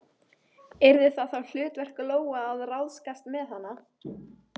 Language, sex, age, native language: Icelandic, female, 13, Icelandic